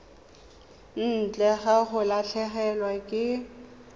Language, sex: Tswana, female